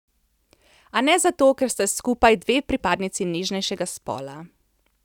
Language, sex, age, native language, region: Slovenian, female, 30-49, Slovenian, Central Slovenia